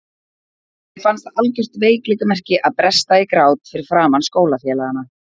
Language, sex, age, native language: Icelandic, female, 40-49, Icelandic